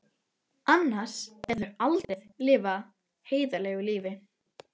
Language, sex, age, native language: Icelandic, female, 12, Icelandic